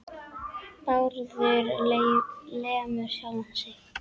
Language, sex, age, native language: Icelandic, female, 10, Icelandic